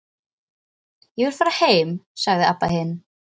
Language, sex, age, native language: Icelandic, female, 13, Icelandic